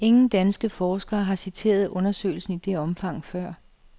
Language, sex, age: Danish, female, 37